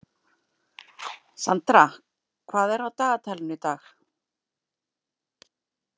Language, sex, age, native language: Icelandic, female, 40-49, Icelandic